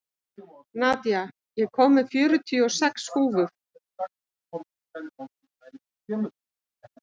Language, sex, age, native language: Icelandic, male, 14, Icelandic